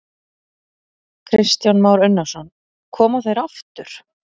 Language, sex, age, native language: Icelandic, female, 40-49, Icelandic